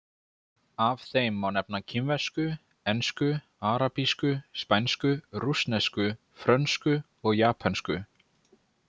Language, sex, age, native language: Icelandic, male, 20-29, Icelandic